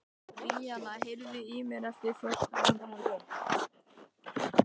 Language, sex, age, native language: Icelandic, male, 18-19, Icelandic